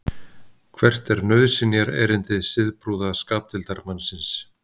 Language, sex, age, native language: Icelandic, male, 50-59, Icelandic